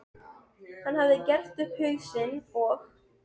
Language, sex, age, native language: Icelandic, female, 12, Serbo-Croatian